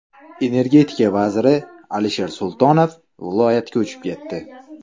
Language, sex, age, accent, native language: Uzbek, male, 25-34, Samarqand, Uzbek